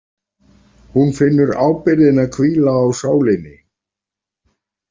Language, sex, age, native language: Icelandic, male, 40-49, Icelandic